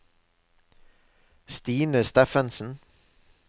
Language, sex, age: Norwegian, male, 63